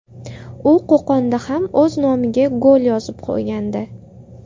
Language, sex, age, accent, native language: Uzbek, female, 19-29, Andijon, Uzbek